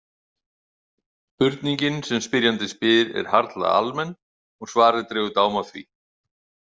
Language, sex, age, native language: Icelandic, male, 50-59, Icelandic